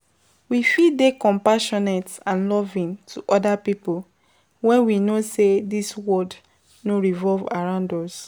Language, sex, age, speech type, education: Nigerian Pidgin, female, 15-29, spontaneous, tertiary